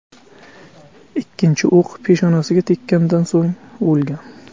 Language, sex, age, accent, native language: Uzbek, male, 25-34, Qashqadaryo, Uzbek